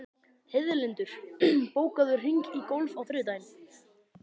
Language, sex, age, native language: Icelandic, male, 12, Icelandic